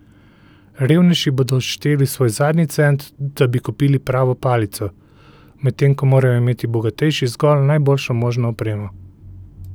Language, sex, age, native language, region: Slovenian, male, 30-49, Slovenian, Central Slovenia